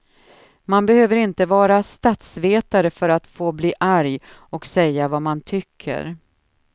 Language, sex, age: Swedish, female, 53